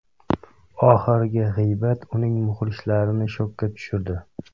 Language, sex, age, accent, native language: Uzbek, male, 25-34, Jizzax, Uzbek